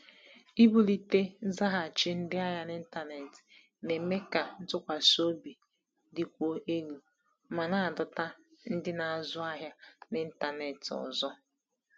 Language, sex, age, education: Igbo, female, 15-29, tertiary